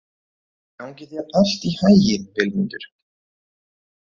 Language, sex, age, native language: Icelandic, male, 30-39, Icelandic